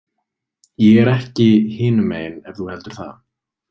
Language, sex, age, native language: Icelandic, male, 20-29, Icelandic